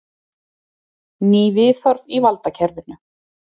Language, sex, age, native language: Icelandic, female, 30-39, Icelandic